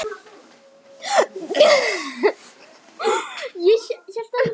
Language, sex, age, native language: Icelandic, female, 18-19, Icelandic